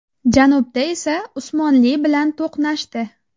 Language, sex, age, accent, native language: Uzbek, female, 19-29, Jizzax, Uzbek